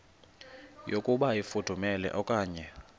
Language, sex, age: Xhosa, male, 21